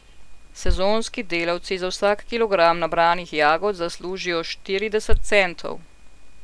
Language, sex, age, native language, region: Slovenian, female, 50-59, Slovenian, Central Slovenia